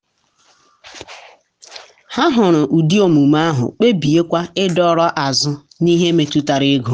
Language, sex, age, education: Igbo, female, 15-29, tertiary